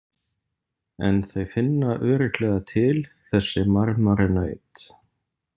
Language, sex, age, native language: Icelandic, male, 30-39, Icelandic